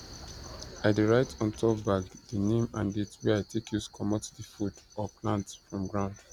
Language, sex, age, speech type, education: Nigerian Pidgin, male, 15-29, spontaneous, secondary